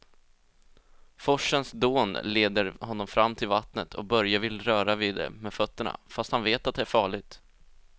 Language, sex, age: Swedish, male, 20